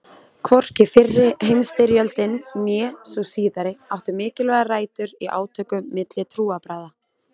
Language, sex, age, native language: Icelandic, female, 20-29, Icelandic